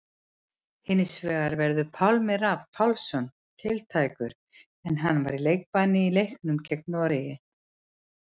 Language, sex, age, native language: Icelandic, female, 50-59, Icelandic